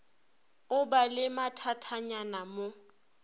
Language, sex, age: Northern Sotho, female, 26